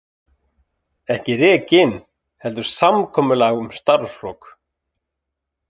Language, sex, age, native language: Icelandic, male, 30-39, Icelandic